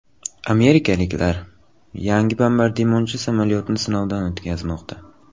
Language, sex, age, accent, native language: Uzbek, male, 18-24, Buxoro, Uzbek